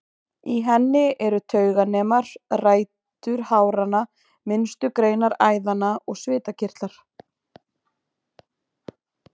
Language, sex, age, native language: Icelandic, female, 20-29, Icelandic